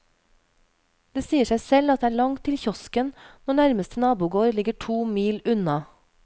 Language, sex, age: Norwegian, female, 31